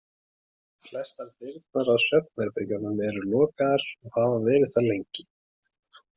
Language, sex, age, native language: Icelandic, male, 20-29, Icelandic